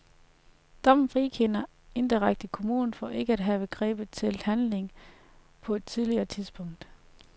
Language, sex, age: Danish, female, 33